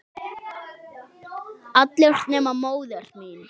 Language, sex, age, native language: Icelandic, male, 6, Icelandic